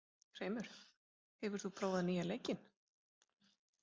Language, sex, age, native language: Icelandic, female, 30-39, Icelandic